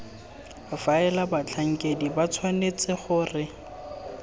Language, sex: Tswana, male